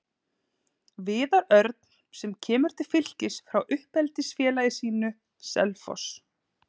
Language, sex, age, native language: Icelandic, female, 30-39, Icelandic